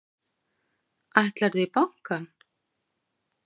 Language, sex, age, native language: Icelandic, female, 40-49, Icelandic